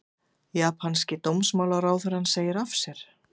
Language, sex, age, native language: Icelandic, female, 50-59, Icelandic